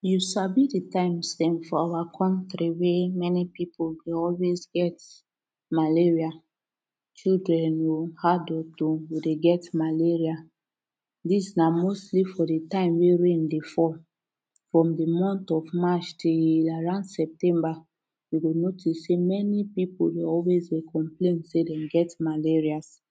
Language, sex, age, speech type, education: Nigerian Pidgin, female, 30-45, spontaneous, tertiary